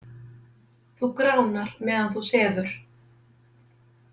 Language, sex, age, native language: Icelandic, female, 50-59, Icelandic